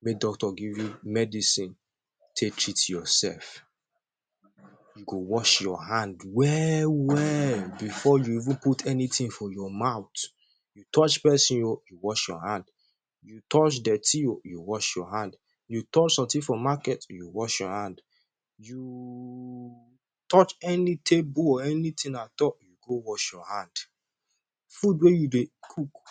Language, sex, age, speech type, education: Nigerian Pidgin, male, 15-29, spontaneous, tertiary